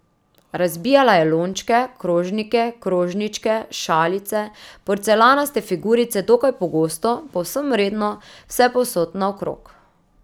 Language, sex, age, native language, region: Slovenian, female, 30-49, Slovenian, Drava region